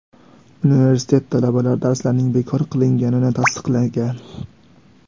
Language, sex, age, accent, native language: Uzbek, male, 18-24, Sirdaryo, Uzbek